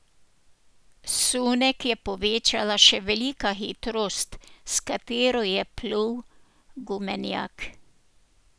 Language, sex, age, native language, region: Slovenian, female, 60+, Slovenian, Posavska region